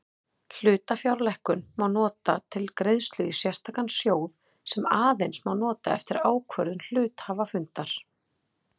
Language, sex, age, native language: Icelandic, female, 30-39, Icelandic